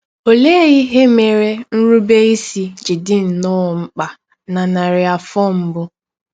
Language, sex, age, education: Igbo, female, 15-29, tertiary